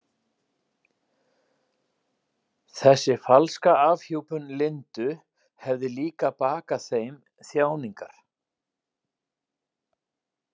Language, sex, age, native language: Icelandic, male, 40-49, Icelandic